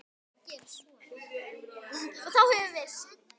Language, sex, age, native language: Icelandic, female, 10, Icelandic